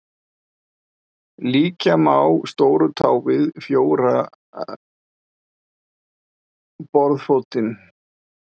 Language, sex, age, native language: Icelandic, male, 50-59, Icelandic